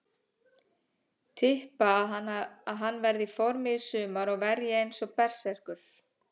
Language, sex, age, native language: Icelandic, female, 30-39, Icelandic